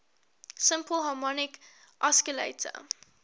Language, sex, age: English, female, 18